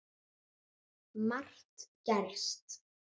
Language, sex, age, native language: Icelandic, female, 7, Icelandic